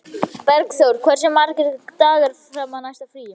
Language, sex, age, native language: Icelandic, female, 11, Icelandic